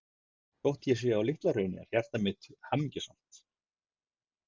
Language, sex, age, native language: Icelandic, male, 50-59, Icelandic